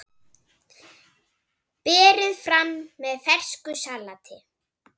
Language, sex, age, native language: Icelandic, female, 9, Icelandic